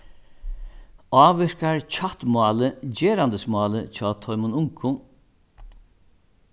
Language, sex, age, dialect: Faroese, male, 61+, Norðurstreymoy/Eysturoy